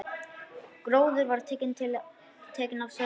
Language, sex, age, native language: Icelandic, male, 9, Icelandic